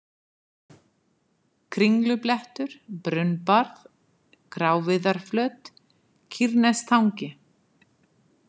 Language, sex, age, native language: Icelandic, female, 50-59, Icelandic